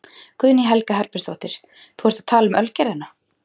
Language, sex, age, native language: Icelandic, female, 30-39, Icelandic